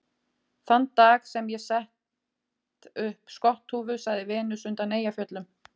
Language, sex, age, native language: Icelandic, female, 40-49, Icelandic